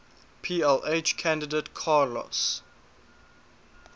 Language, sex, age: English, male, 21